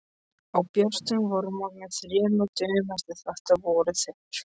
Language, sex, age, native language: Icelandic, male, 13, Icelandic